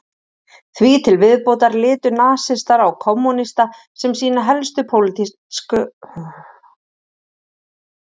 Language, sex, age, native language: Icelandic, female, 30-39, Icelandic